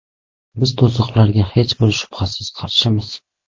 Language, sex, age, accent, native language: Uzbek, male, 18-24, Farg'ona, Uzbek